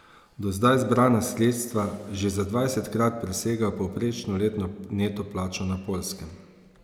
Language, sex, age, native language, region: Slovenian, male, 30-49, Slovenian, Savinja region